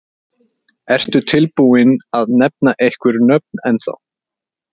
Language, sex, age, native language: Icelandic, male, 30-39, Icelandic